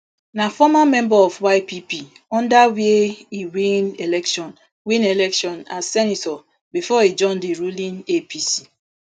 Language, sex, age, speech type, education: Nigerian Pidgin, female, 30-45, spontaneous, tertiary